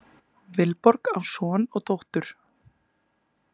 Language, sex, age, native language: Icelandic, female, 20-29, Icelandic